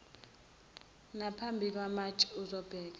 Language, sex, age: Zulu, female, 21